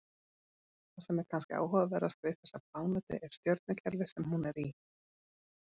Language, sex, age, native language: Icelandic, female, 40-49, Icelandic